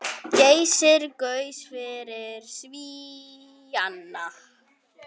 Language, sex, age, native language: Icelandic, female, 9, Icelandic